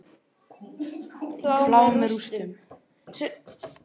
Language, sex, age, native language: Icelandic, male, 8, Icelandic